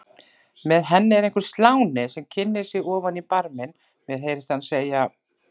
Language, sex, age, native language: Icelandic, female, 40-49, Icelandic